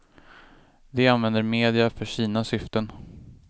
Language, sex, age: Swedish, male, 25